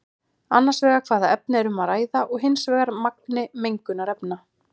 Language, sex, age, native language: Icelandic, female, 30-39, Icelandic